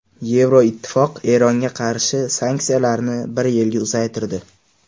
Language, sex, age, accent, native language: Uzbek, male, 18-24, Andijon, Uzbek